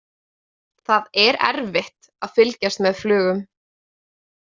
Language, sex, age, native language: Icelandic, female, 20-29, Icelandic